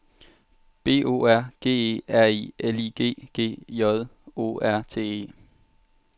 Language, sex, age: Danish, male, 23